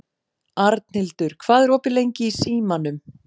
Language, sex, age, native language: Icelandic, female, 40-49, Icelandic